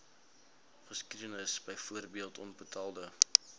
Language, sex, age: Afrikaans, male, 19